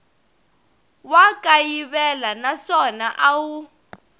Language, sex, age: Tsonga, female, 22